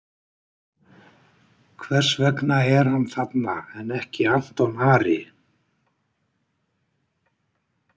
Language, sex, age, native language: Icelandic, male, 60-69, Icelandic